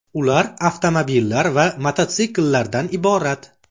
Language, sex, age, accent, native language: Uzbek, male, 25-34, Farg'ona, Uzbek